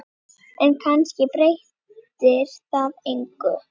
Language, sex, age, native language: Icelandic, female, 9, Icelandic